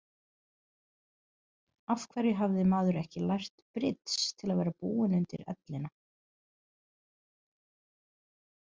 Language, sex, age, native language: Icelandic, female, 30-39, Portuguese